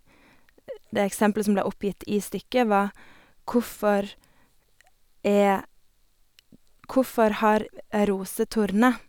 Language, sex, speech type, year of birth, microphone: Norwegian, female, spontaneous, 1989, Sennheiser